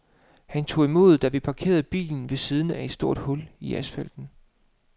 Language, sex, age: Danish, male, 35